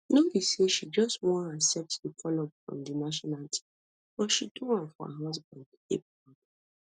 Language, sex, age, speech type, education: Nigerian Pidgin, female, 15-29, spontaneous, tertiary